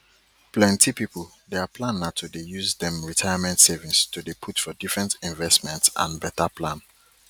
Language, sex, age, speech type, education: Nigerian Pidgin, male, 30-45, spontaneous, tertiary